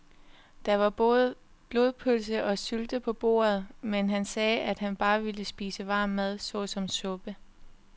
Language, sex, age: Danish, female, 21